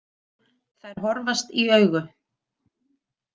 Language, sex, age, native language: Icelandic, female, 30-39, Icelandic